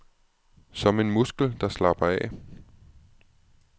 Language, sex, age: Danish, male, 36